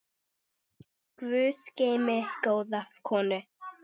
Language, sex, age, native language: Icelandic, male, 9, Icelandic